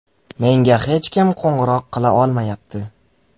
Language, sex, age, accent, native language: Uzbek, male, 18-24, Jizzax, Uzbek